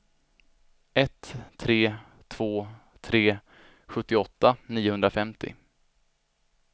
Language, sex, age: Swedish, male, 25